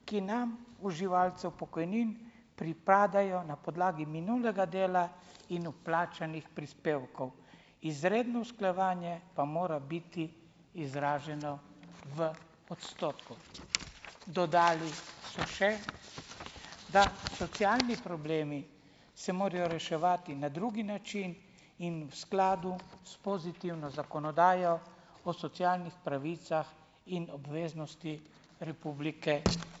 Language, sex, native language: Slovenian, male, Slovenian